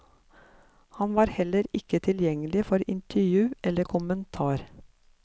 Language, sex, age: Norwegian, female, 54